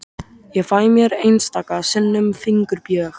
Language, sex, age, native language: Icelandic, male, 13, Icelandic